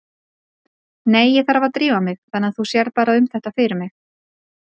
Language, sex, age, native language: Icelandic, female, 30-39, Icelandic